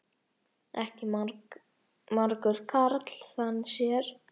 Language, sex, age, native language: Icelandic, male, 6, Icelandic